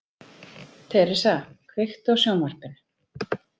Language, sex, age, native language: Icelandic, female, 30-39, Icelandic